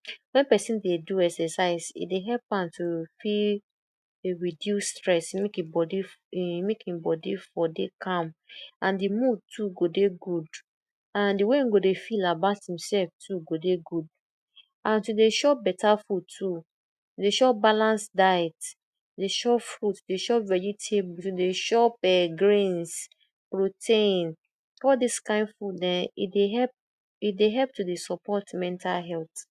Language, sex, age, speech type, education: Nigerian Pidgin, female, 30-45, spontaneous, tertiary